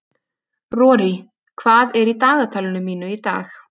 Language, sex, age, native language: Icelandic, female, 20-29, Icelandic